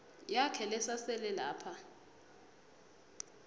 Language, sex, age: Swati, female, 22